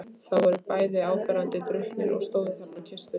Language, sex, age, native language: Icelandic, female, 15, Icelandic